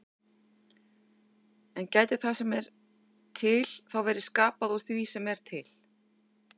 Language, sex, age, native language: Icelandic, female, 50-59, Icelandic